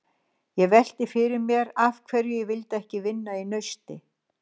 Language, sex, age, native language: Icelandic, female, 60-69, Icelandic